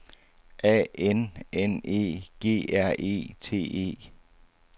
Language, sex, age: Danish, male, 59